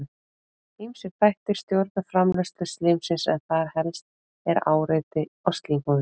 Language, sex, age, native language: Icelandic, female, 40-49, Icelandic